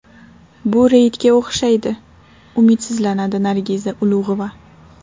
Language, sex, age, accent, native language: Uzbek, female, 18-24, Toshkent shahri, Uzbek